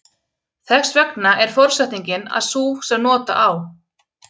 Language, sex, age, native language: Icelandic, female, 30-39, Icelandic